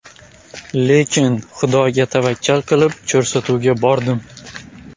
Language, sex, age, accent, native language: Uzbek, male, 18-24, Xorazm, Uzbek